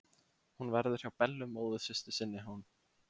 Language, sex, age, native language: Icelandic, male, 15, Icelandic